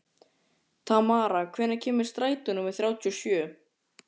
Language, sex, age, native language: Icelandic, male, 14, Icelandic